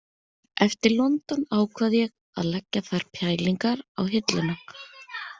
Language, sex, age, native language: Icelandic, female, 30-39, Icelandic